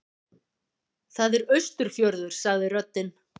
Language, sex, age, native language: Icelandic, female, 50-59, Icelandic